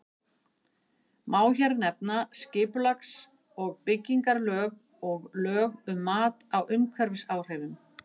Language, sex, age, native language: Icelandic, female, 50-59, Icelandic